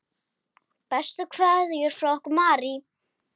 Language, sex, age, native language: Icelandic, female, 7, Icelandic